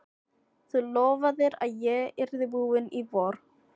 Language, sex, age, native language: Icelandic, female, 15, Filipino